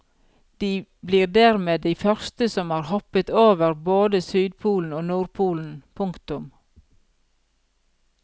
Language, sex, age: Norwegian, female, 42